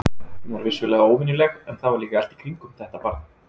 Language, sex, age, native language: Icelandic, male, 20-29, Icelandic